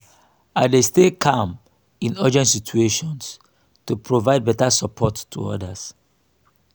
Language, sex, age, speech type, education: Nigerian Pidgin, male, 30-45, spontaneous, tertiary